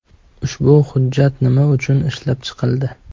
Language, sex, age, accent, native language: Uzbek, male, 18-24, Toshkent shahri, Uzbek